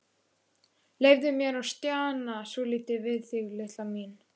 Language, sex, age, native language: Icelandic, male, 11, Icelandic